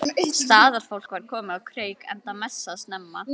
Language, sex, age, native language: Icelandic, female, 11, Icelandic